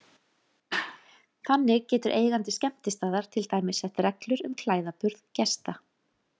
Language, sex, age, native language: Icelandic, female, 40-49, Icelandic